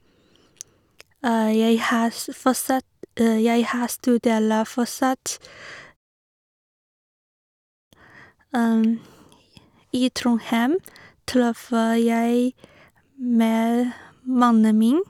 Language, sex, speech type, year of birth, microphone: Norwegian, female, spontaneous, 1986, Sennheiser